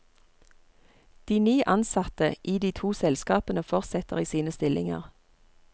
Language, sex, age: Norwegian, female, 39